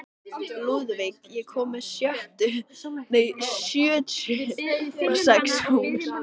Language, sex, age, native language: Icelandic, female, 14, Icelandic